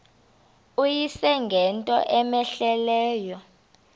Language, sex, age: Xhosa, female, 32